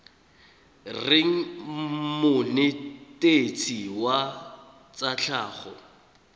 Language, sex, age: Tswana, male, 21